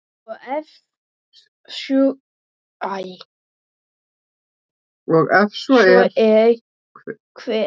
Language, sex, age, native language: Icelandic, female, 9, Icelandic